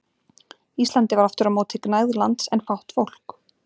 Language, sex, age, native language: Icelandic, female, 40-49, Icelandic